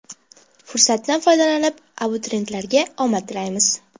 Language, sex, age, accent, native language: Uzbek, female, under 19, Andijon, Uzbek